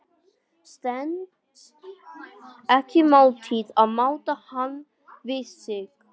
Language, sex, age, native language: Icelandic, male, 18-19, English